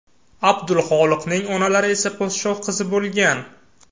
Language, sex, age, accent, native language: Uzbek, male, 18-24, Samarqand, Uzbek